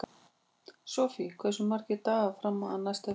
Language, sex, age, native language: Icelandic, female, 40-49, Icelandic